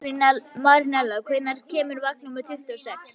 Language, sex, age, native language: Icelandic, female, 11, Icelandic